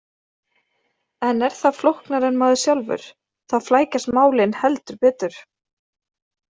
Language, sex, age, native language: Icelandic, female, 30-39, Icelandic